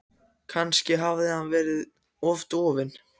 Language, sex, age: Icelandic, other, 14